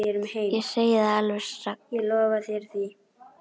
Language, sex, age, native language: Icelandic, female, 10, Icelandic